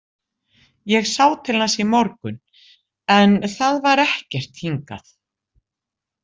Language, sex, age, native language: Icelandic, female, 60-69, Icelandic